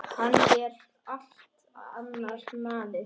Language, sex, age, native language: Icelandic, male, 10, Icelandic